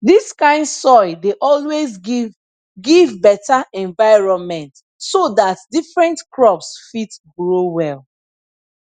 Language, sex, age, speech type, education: Nigerian Pidgin, female, 15-29, spontaneous, tertiary